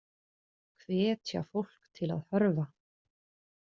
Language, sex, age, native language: Icelandic, female, 40-49, Icelandic